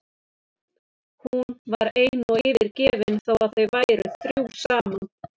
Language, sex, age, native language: Icelandic, female, 30-39, Icelandic